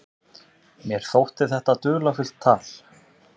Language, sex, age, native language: Icelandic, male, 30-39, Icelandic